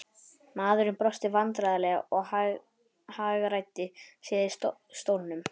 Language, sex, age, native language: Icelandic, male, 11, Icelandic